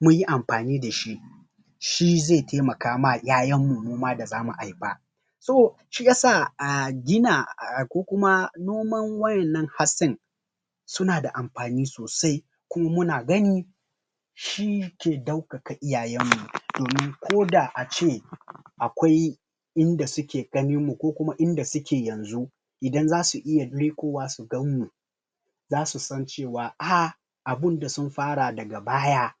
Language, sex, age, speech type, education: Hausa, male, 30-45, spontaneous, tertiary